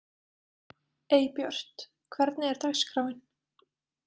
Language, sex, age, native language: Icelandic, female, 20-29, Icelandic